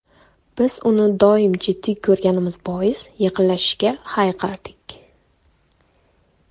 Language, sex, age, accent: Uzbek, female, 18-24, Qoraqalpog'iston